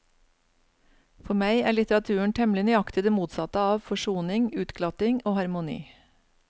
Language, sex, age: Norwegian, female, 49